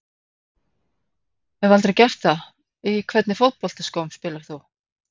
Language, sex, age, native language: Icelandic, female, 40-49, Icelandic